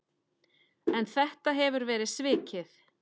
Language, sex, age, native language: Icelandic, female, 10, Icelandic